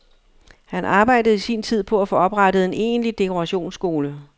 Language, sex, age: Danish, female, 59